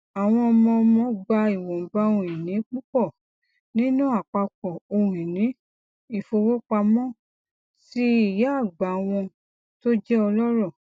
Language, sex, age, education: Yoruba, female, 46-60, tertiary